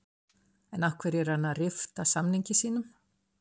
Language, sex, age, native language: Icelandic, female, 60-69, Icelandic